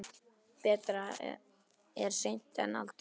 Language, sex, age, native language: Icelandic, male, 10, Icelandic